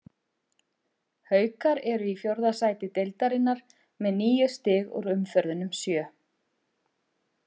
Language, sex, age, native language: Icelandic, female, 50-59, Icelandic